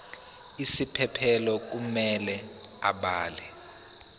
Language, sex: Zulu, male